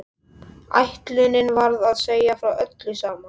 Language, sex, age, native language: Icelandic, male, 12, Icelandic